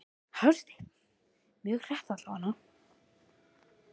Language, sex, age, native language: Icelandic, female, 13, Icelandic